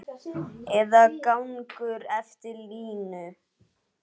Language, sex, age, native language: Icelandic, female, 8, Icelandic